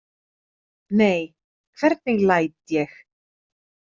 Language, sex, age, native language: Icelandic, female, 30-39, Icelandic